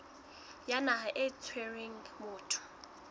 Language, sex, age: Southern Sotho, female, 21